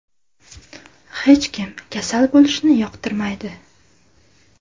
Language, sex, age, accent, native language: Uzbek, female, under 19, Andijon, Uzbek